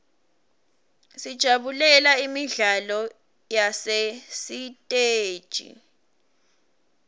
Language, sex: Swati, female